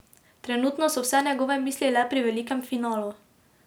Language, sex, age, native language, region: Slovenian, female, 18-29, Slovenian, Drava region